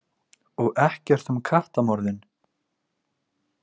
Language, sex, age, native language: Icelandic, male, 20-29, Icelandic